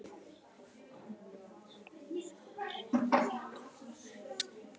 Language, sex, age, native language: Icelandic, male, 11, Icelandic